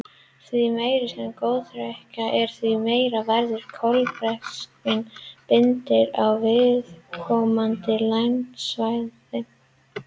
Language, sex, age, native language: Icelandic, female, 30-39, Icelandic